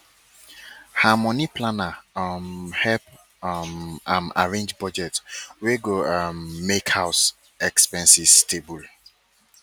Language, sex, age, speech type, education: Nigerian Pidgin, male, 30-45, spontaneous, tertiary